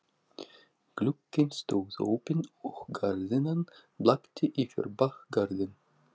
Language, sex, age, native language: Icelandic, male, 40-49, Russian